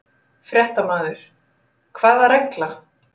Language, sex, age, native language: Icelandic, female, 30-39, Icelandic